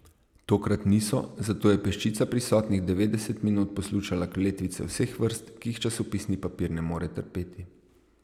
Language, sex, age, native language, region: Slovenian, male, 30-49, Slovenian, Savinja region